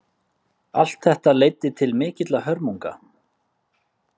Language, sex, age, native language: Icelandic, male, 30-39, Icelandic